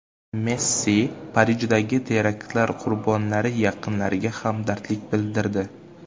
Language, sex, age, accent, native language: Uzbek, male, 18-24, Jizzax, Uzbek